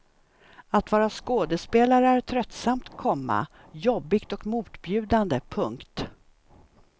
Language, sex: Swedish, female